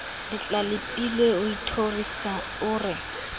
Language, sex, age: Southern Sotho, female, 27